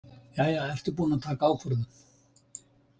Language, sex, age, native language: Icelandic, male, 70-79, Icelandic